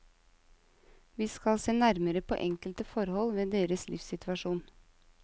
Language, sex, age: Norwegian, female, 35